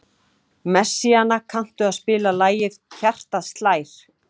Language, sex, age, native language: Icelandic, female, 18-19, Icelandic